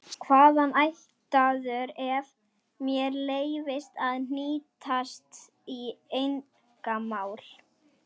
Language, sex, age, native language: Icelandic, female, 12, Swedish